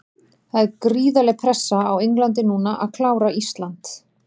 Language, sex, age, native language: Icelandic, female, 40-49, Icelandic